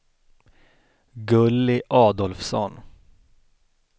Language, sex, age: Swedish, male, 33